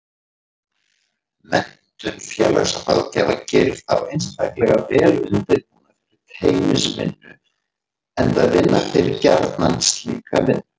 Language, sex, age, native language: Icelandic, male, 40-49, Icelandic